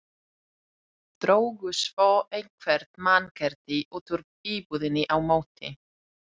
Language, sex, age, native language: Icelandic, female, 30-39, Polish